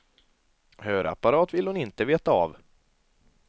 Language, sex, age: Swedish, male, 22